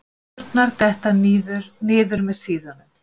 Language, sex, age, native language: Icelandic, female, 50-59, Icelandic